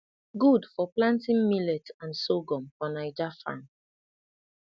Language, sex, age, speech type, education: Nigerian Pidgin, female, 30-45, spontaneous, tertiary